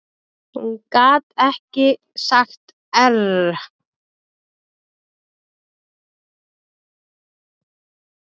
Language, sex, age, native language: Icelandic, female, 30-39, Icelandic